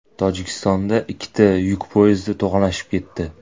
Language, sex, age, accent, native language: Uzbek, male, 18-24, Toshkent viloyati, Uzbek